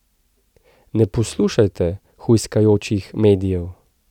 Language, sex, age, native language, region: Slovenian, male, 30-49, Slovenian, Central Slovenia